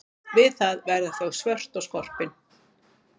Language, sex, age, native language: Icelandic, female, 40-49, Icelandic